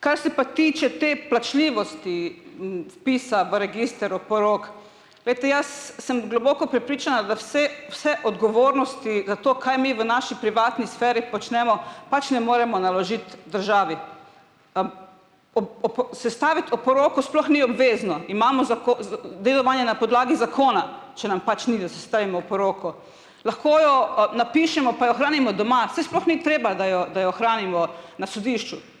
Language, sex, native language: Slovenian, female, Slovenian